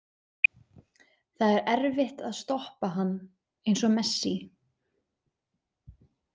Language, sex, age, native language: Icelandic, female, 20-29, Icelandic